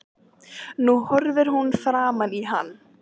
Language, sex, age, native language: Icelandic, female, 14, Icelandic